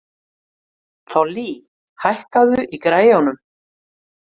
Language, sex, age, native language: Icelandic, female, 50-59, Icelandic